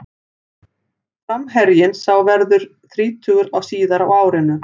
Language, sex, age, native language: Icelandic, female, 40-49, Icelandic